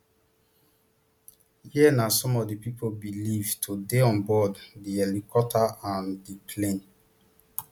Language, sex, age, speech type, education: Nigerian Pidgin, male, 30-45, spontaneous, tertiary